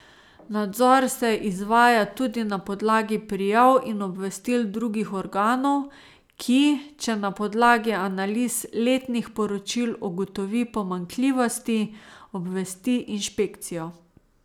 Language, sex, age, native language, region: Slovenian, female, 30-49, Slovenian, Savinja region